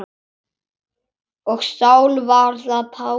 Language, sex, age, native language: Icelandic, male, 8, Icelandic